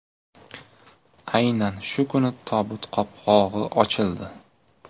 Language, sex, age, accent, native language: Uzbek, male, 25-34, Toshkent viloyati, Uzbek